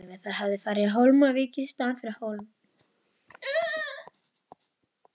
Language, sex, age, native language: Icelandic, female, 12, Icelandic